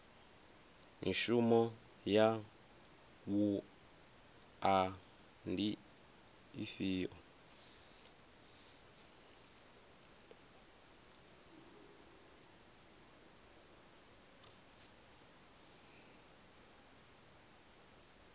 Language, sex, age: Venda, male, 24